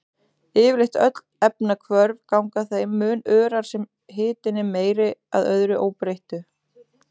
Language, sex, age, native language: Icelandic, female, 30-39, Icelandic